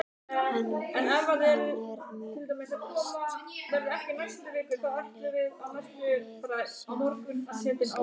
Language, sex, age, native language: Icelandic, female, 12, Icelandic